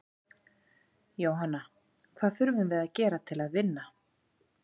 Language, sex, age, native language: Icelandic, female, 40-49, Icelandic